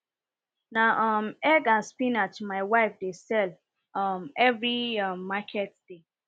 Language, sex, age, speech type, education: Nigerian Pidgin, female, 30-45, spontaneous, tertiary